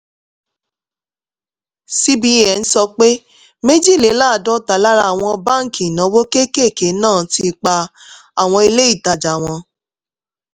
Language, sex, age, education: Yoruba, female, 15-29, tertiary